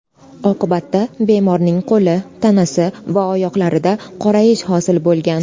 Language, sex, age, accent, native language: Uzbek, female, 18-24, Toshkent shahri, Uzbek